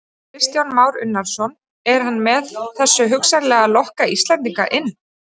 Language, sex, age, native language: Icelandic, female, 30-39, Icelandic